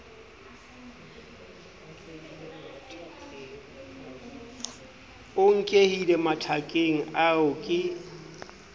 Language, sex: Southern Sotho, male